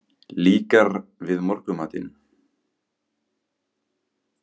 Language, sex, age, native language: Icelandic, male, 18-19, Icelandic